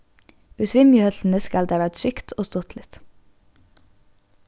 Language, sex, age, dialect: Faroese, female, 15-35, Norðurstreymoy/Eysturoy